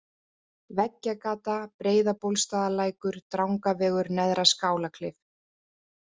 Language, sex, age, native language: Icelandic, female, 30-39, Icelandic